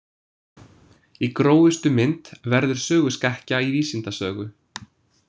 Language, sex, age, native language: Icelandic, male, 20-29, English